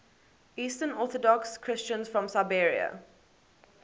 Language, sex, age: English, female, 18